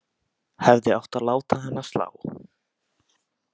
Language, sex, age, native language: Icelandic, male, 18-19, Icelandic